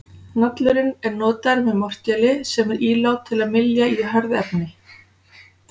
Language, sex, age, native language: Icelandic, female, 40-49, Icelandic